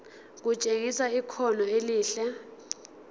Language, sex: Zulu, female